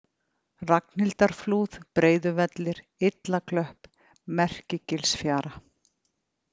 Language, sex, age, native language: Icelandic, female, 50-59, Icelandic